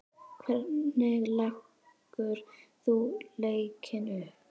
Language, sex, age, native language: Icelandic, female, 10, Icelandic